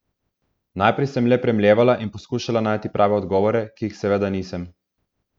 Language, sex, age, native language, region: Slovenian, male, 18-29, Slovenian, Southeast Slovenia